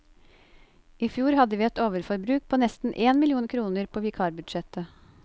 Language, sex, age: Norwegian, female, 28